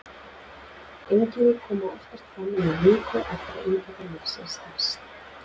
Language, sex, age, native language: Icelandic, female, 40-49, Icelandic